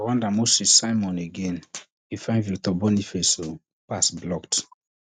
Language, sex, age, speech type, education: Nigerian Pidgin, male, 15-29, spontaneous, tertiary